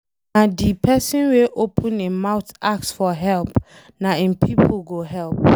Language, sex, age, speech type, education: Nigerian Pidgin, female, 15-29, read, secondary